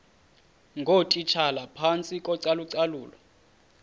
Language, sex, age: Xhosa, male, 31